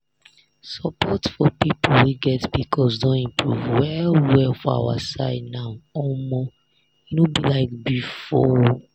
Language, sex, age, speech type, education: Nigerian Pidgin, female, 30-45, spontaneous, tertiary